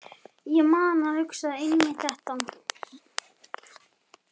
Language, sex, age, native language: Icelandic, male, 11, Icelandic